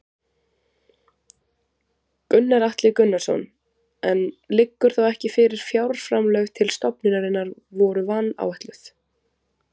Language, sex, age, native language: Icelandic, female, 20-29, Icelandic